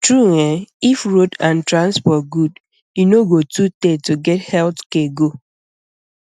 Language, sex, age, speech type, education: Nigerian Pidgin, female, 15-29, spontaneous, secondary